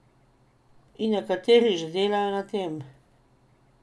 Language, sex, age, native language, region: Slovenian, female, 50-59, Slovenian, Drava region